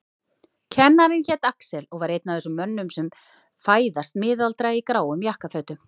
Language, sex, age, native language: Icelandic, female, 30-39, Icelandic